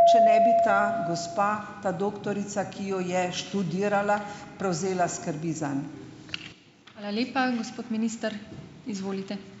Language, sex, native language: Slovenian, female, Slovenian